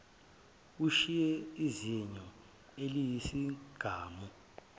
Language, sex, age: Zulu, male, 23